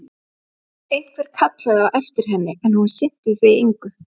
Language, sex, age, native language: Icelandic, female, 11, Icelandic